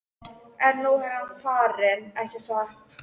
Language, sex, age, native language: Icelandic, female, 13, Icelandic